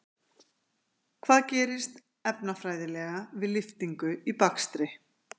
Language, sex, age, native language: Icelandic, female, 50-59, Icelandic